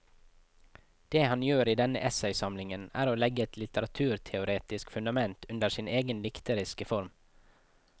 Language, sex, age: Norwegian, male, 24